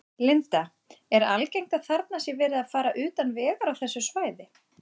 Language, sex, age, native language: Icelandic, female, 40-49, Icelandic